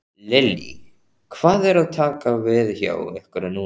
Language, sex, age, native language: Icelandic, male, 14, Icelandic